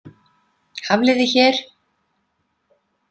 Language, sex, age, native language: Icelandic, female, 50-59, Icelandic